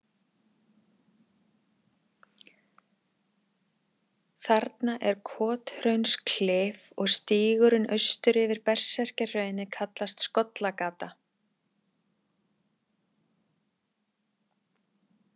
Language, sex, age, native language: Icelandic, female, 40-49, Icelandic